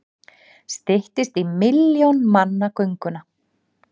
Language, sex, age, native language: Icelandic, female, 40-49, Icelandic